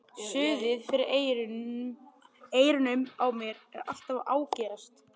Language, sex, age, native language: Icelandic, male, 11, Icelandic